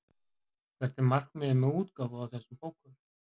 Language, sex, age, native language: Icelandic, male, 40-49, Icelandic